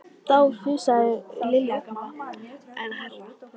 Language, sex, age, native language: Icelandic, female, 13, Icelandic